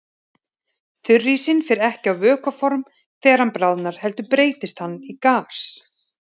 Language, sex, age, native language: Icelandic, male, 30-39, Icelandic